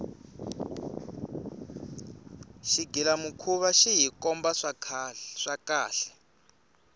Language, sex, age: Tsonga, male, 19